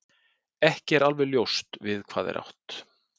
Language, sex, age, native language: Icelandic, male, 40-49, Icelandic